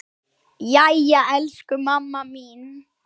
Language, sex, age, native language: Icelandic, female, 10, Icelandic